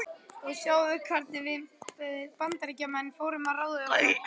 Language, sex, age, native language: Icelandic, male, 11, Icelandic